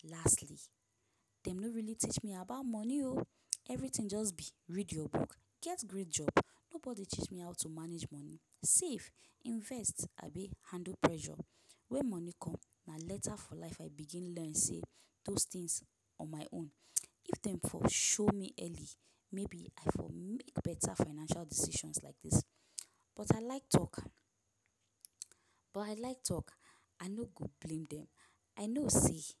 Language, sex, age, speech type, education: Nigerian Pidgin, female, 15-29, spontaneous, tertiary